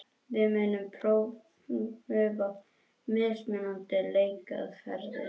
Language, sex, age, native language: Icelandic, male, 21, Icelandic